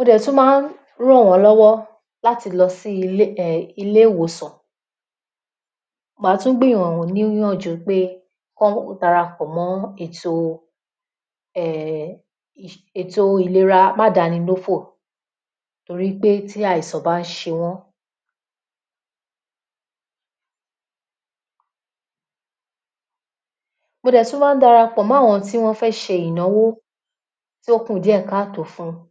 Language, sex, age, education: Yoruba, female, 46-60, tertiary